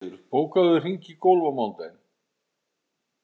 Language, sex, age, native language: Icelandic, male, 50-59, Icelandic